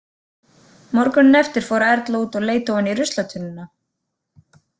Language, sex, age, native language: Icelandic, female, 30-39, Icelandic